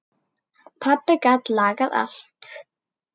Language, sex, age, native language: Icelandic, female, 9, Icelandic